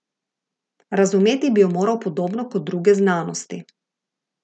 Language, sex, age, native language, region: Slovenian, female, 50-59, Slovenian, Gorica region